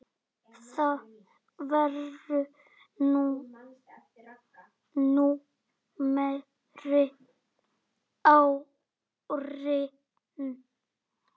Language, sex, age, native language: Icelandic, male, 9, Icelandic